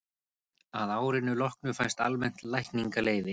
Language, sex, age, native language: Icelandic, male, 30-39, Icelandic